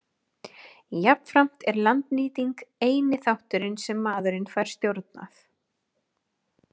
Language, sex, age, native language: Icelandic, female, 30-39, Icelandic